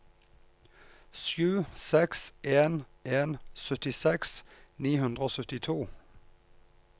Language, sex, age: Norwegian, male, 34